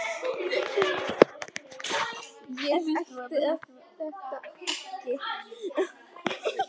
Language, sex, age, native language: Icelandic, female, 18-19, Icelandic